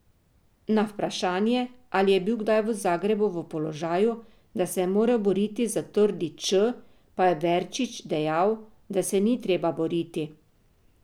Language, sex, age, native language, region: Slovenian, female, 50-59, Slovenian, Drava region